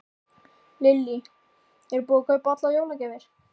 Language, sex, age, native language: Icelandic, male, 13, Icelandic